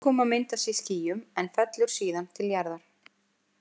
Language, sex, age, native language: Icelandic, female, 50-59, Icelandic